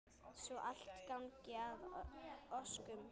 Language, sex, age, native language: Icelandic, male, 9, Icelandic